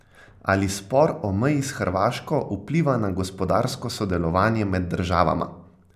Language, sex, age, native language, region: Slovenian, male, 18-29, Slovenian, Central Slovenia